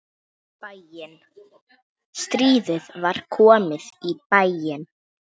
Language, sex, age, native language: Icelandic, female, 9, Icelandic